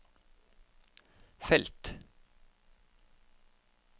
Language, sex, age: Norwegian, male, 31